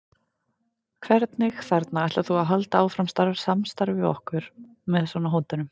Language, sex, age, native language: Icelandic, female, 30-39, Icelandic